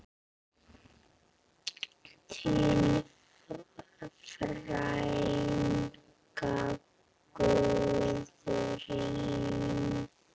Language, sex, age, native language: Icelandic, female, 8, Icelandic